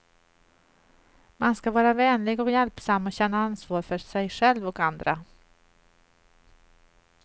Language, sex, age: Swedish, female, 38